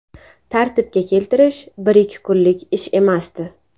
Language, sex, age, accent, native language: Uzbek, female, 18-24, Navoiy, Uzbek